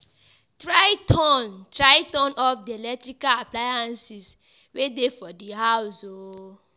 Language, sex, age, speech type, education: Nigerian Pidgin, female, 15-29, spontaneous, tertiary